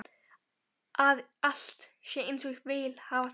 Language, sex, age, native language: Icelandic, female, 12, Icelandic